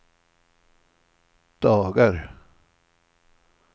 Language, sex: Swedish, male